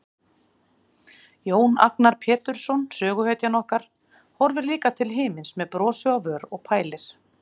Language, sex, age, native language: Icelandic, female, 40-49, Icelandic